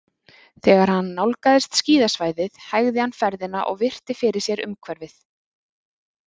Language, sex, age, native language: Icelandic, female, 30-39, Icelandic